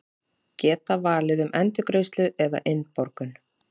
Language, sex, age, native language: Icelandic, female, 30-39, Icelandic